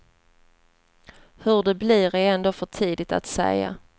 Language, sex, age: Swedish, female, 30